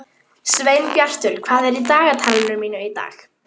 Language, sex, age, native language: Icelandic, female, 11, Icelandic